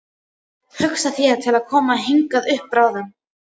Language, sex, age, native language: Icelandic, female, 12, Icelandic